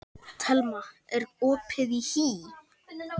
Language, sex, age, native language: Icelandic, male, 18-19, Icelandic